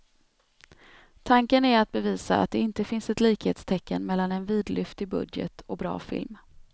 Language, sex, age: Swedish, female, 32